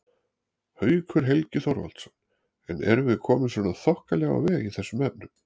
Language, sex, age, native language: Icelandic, male, 40-49, Icelandic